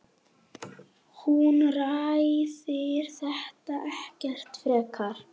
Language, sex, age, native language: Icelandic, male, 6, Icelandic